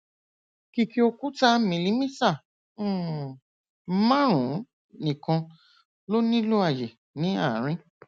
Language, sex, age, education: Yoruba, female, 46-60, tertiary